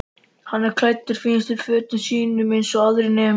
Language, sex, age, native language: Icelandic, male, 13, Icelandic